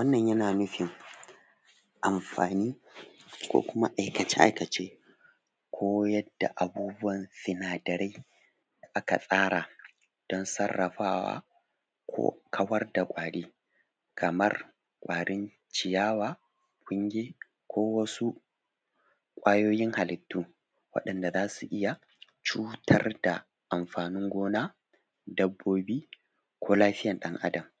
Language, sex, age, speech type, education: Hausa, male, 15-29, spontaneous, tertiary